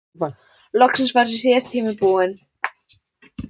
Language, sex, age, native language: Icelandic, female, 11, Icelandic